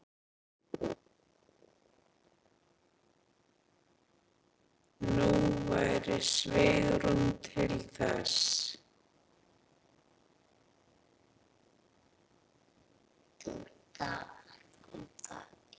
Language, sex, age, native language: Icelandic, female, 8, Icelandic